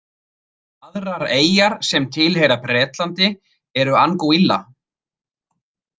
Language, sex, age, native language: Icelandic, male, 30-39, Icelandic